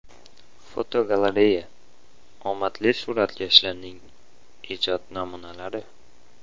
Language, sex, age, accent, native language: Uzbek, male, 18-24, Andijon, Uzbek